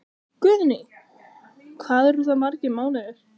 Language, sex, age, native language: Icelandic, other, 15, Icelandic